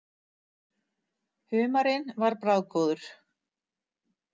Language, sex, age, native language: Icelandic, female, 60-69, Icelandic